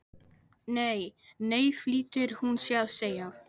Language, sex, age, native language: Icelandic, male, 12, Icelandic